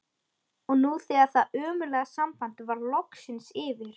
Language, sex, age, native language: Icelandic, female, 13, Icelandic